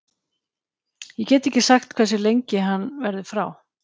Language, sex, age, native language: Icelandic, female, 40-49, Icelandic